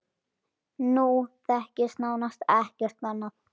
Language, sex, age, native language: Icelandic, other, 10, Icelandic